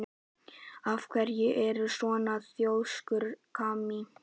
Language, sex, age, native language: Icelandic, male, 11, Icelandic